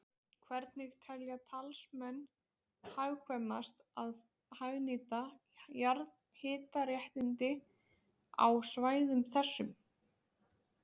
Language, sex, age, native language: Icelandic, female, 20-29, Icelandic